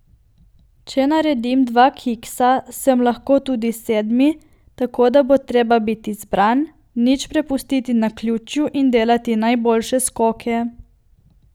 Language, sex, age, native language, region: Slovenian, female, 18-29, Slovenian, Coastal Karst region